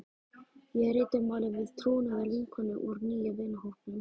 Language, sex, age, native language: Icelandic, female, 14, Icelandic